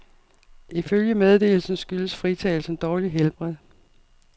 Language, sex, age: Danish, female, 52